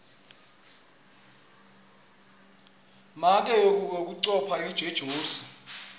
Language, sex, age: Swati, male, 26